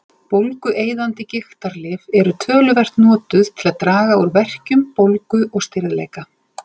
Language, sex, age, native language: Icelandic, female, 40-49, Icelandic